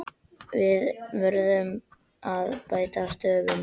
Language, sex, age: Icelandic, male, 12